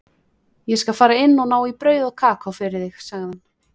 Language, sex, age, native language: Icelandic, female, 20-29, Icelandic